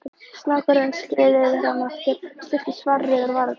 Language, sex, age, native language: Icelandic, female, 11, Icelandic